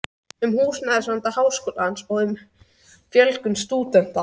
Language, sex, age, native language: Icelandic, other, 13, Icelandic